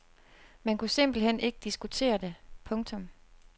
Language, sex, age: Danish, female, 29